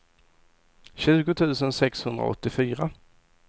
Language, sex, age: Swedish, male, 22